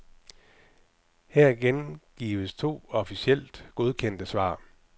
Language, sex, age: Danish, male, 44